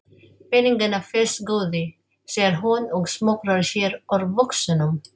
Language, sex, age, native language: Icelandic, female, 40-49, Filipino